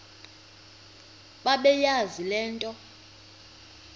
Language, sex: Xhosa, female